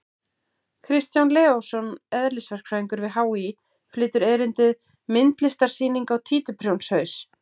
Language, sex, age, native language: Icelandic, female, 40-49, Icelandic